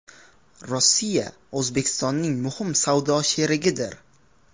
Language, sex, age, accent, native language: Uzbek, male, 18-24, Qashqadaryo, Uzbek